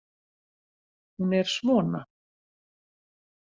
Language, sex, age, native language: Icelandic, female, 40-49, Icelandic